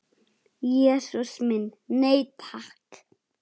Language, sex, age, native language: Icelandic, male, 10, Icelandic